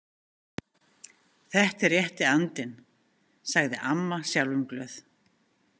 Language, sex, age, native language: Icelandic, female, 50-59, Icelandic